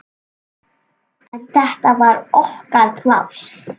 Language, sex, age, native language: Icelandic, male, 7, Icelandic